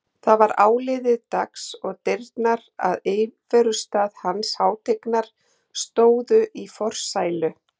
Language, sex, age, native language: Icelandic, female, 40-49, Icelandic